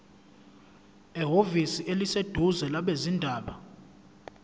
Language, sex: Zulu, male